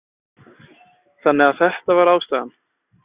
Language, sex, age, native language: Icelandic, male, 20-29, Icelandic